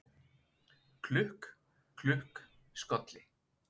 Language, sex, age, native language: Icelandic, male, 20-29, Icelandic